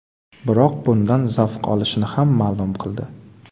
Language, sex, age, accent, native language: Uzbek, male, 18-24, Qoraqalpog'iston, Karakalpak